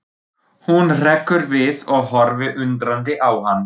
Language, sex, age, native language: Icelandic, male, 40-49, German